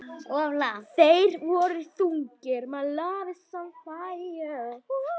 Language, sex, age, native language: Icelandic, female, 9, Icelandic